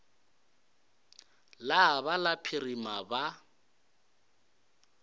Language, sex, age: Northern Sotho, male, 22